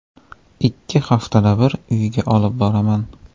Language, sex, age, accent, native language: Uzbek, male, 18-24, Andijon, Uzbek